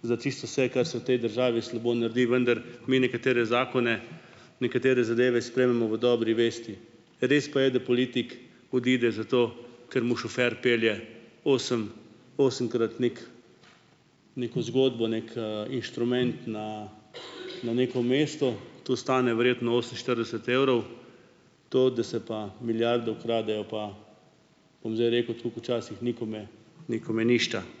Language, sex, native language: Slovenian, male, Slovenian